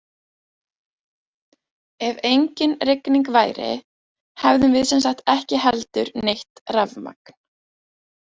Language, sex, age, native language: Icelandic, female, 20-29, Icelandic